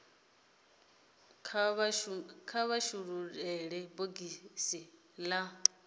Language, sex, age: Venda, female, 30